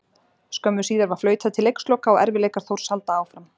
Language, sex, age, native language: Icelandic, female, 40-49, Icelandic